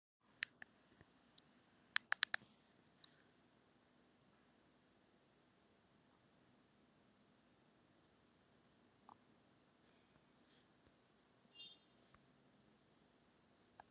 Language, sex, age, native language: Icelandic, female, 30-39, Icelandic